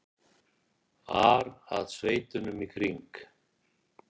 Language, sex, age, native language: Icelandic, male, 60-69, Icelandic